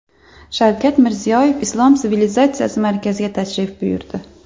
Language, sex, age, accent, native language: Uzbek, female, 25-34, Andijon, Uzbek